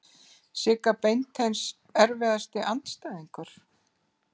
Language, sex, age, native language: Icelandic, female, 50-59, Icelandic